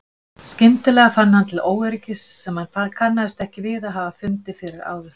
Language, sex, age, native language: Icelandic, female, 50-59, Icelandic